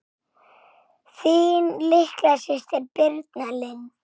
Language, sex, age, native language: Icelandic, female, 6, Icelandic